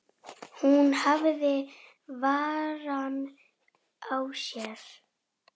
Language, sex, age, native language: Icelandic, female, 10, Icelandic